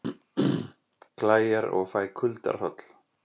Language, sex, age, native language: Icelandic, male, 40-49, Icelandic